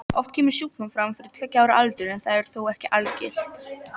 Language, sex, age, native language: Icelandic, female, 18-19, Icelandic